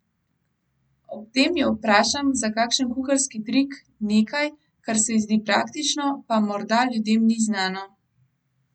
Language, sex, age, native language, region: Slovenian, female, 18-29, Slovenian, Gorenjska region